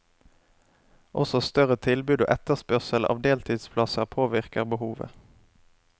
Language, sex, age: Norwegian, male, 27